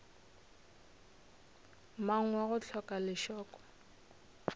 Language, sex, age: Northern Sotho, female, 26